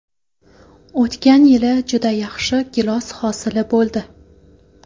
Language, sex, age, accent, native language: Uzbek, female, 18-24, Qoraqalpog'iston, Karakalpak